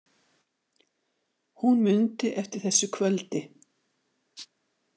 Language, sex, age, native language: Icelandic, female, 60-69, Icelandic